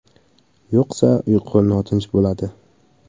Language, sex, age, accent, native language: Uzbek, male, 18-24, Samarqand, Uzbek